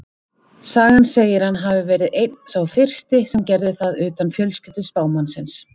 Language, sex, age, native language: Icelandic, female, 30-39, Icelandic